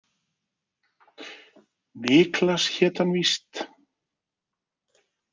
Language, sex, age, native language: Icelandic, male, 40-49, Icelandic